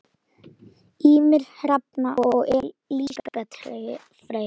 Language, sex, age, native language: Icelandic, male, 10, Icelandic